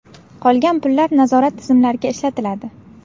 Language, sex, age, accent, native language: Uzbek, female, 19-29, Navoiy, Uzbek